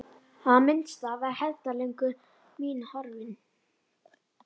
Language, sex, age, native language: Icelandic, female, 11, Icelandic